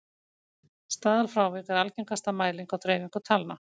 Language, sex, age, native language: Icelandic, female, 50-59, Icelandic